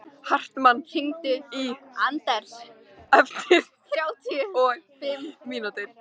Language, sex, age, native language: Icelandic, female, 13, Icelandic